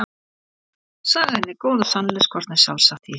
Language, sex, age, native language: Icelandic, female, 40-49, Icelandic